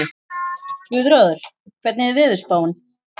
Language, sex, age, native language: Icelandic, female, 40-49, Icelandic